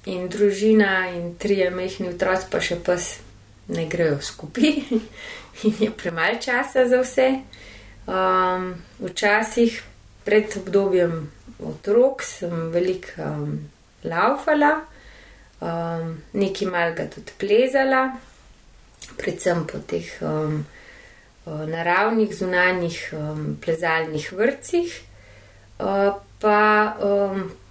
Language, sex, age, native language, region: Slovenian, female, 30-49, Slovenian, Gorenjska region